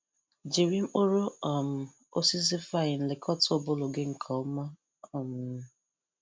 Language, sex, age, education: Igbo, female, 15-29, tertiary